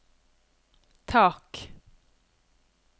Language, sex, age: Norwegian, female, 50